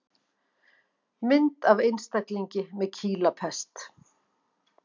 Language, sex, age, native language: Icelandic, female, 50-59, Icelandic